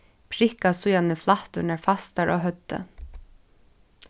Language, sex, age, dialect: Faroese, female, 15-35, Suðurstreymoy